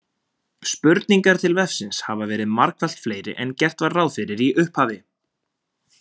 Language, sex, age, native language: Icelandic, male, 20-29, Icelandic